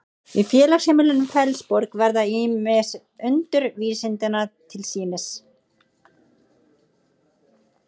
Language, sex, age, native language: Icelandic, female, 30-39, Icelandic